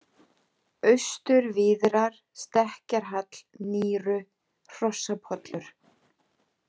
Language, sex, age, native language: Icelandic, female, 30-39, Icelandic